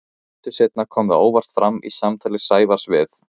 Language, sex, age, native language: Icelandic, male, 15, Icelandic